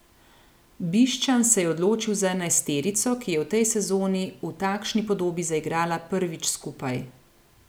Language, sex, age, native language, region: Slovenian, female, 30-49, Slovenian, Gorenjska region